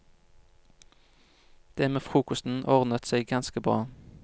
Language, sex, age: Norwegian, male, 25